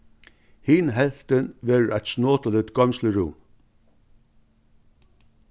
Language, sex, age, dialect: Faroese, male, 61+, Vágar